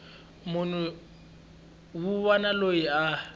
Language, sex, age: Tsonga, male, 20